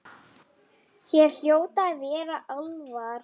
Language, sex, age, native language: Icelandic, female, 10, Lithuanian